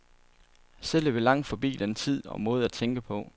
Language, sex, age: Danish, male, 27